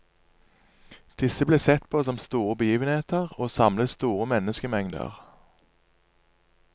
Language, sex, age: Norwegian, male, 27